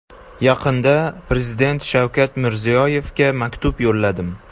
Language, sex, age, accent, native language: Uzbek, male, 18-24, Jizzax, Uzbek